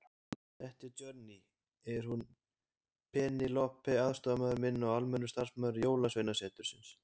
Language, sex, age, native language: Icelandic, male, 20-29, Icelandic